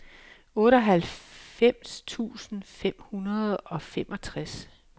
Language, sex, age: Danish, female, 56